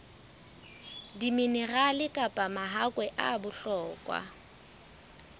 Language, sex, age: Southern Sotho, female, 24